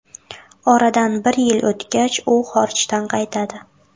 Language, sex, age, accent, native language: Uzbek, female, 18-24, Buxoro, Uzbek